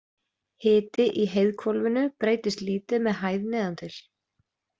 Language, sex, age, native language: Icelandic, female, 20-29, Icelandic